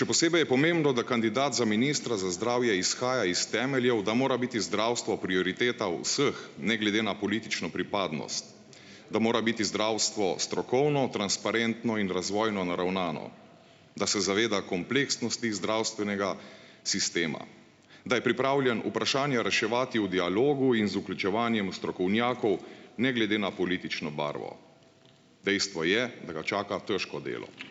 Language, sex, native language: Slovenian, male, Slovenian